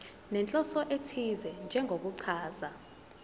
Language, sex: Zulu, female